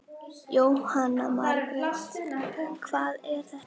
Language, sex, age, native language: Icelandic, female, 10, Icelandic